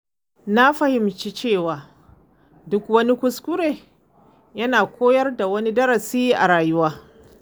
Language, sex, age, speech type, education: Hausa, female, 15-29, spontaneous, tertiary